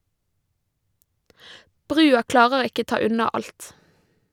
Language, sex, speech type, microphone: Norwegian, female, read, Shure